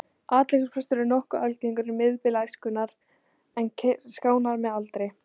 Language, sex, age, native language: Icelandic, female, 18-19, Icelandic